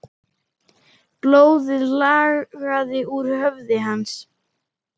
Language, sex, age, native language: Icelandic, male, 10, Icelandic